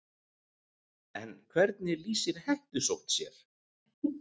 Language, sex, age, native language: Icelandic, male, 40-49, Icelandic